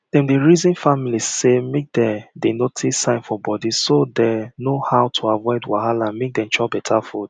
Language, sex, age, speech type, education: Nigerian Pidgin, male, 30-45, spontaneous, tertiary